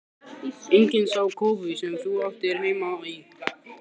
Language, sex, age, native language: Icelandic, male, 15, Icelandic